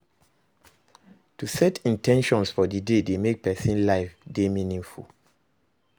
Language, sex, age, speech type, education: Nigerian Pidgin, male, 30-45, read, secondary